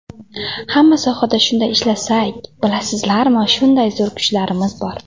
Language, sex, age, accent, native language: Uzbek, female, 18-24, Andijon, Uzbek